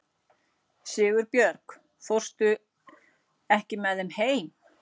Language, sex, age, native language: Icelandic, female, 40-49, Icelandic